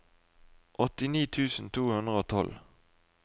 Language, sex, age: Norwegian, male, 20